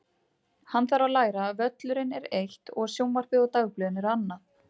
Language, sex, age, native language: Icelandic, female, 30-39, Icelandic